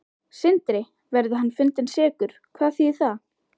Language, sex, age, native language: Icelandic, female, 12, Icelandic